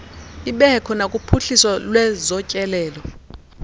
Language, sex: Xhosa, female